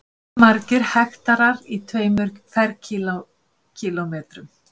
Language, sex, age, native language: Icelandic, female, 50-59, Icelandic